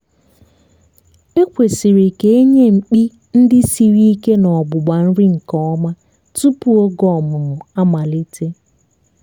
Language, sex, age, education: Igbo, female, 15-29, tertiary